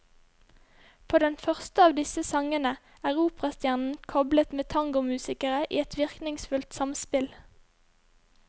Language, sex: Norwegian, female